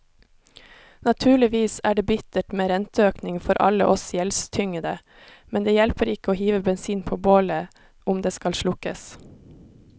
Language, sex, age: Norwegian, female, 26